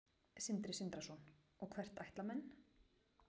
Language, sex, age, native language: Icelandic, female, 40-49, Icelandic